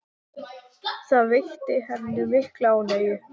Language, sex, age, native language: Icelandic, female, 10, English